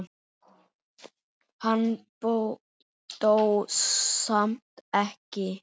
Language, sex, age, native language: Icelandic, male, 7, Icelandic